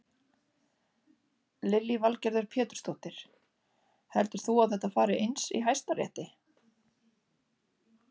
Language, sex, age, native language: Icelandic, female, 30-39, Icelandic